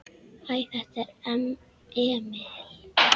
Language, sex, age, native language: Icelandic, female, 10, Icelandic